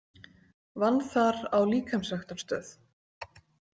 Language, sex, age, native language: Icelandic, female, 40-49, Icelandic